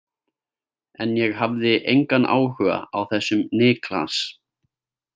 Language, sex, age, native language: Icelandic, male, 18-19, Icelandic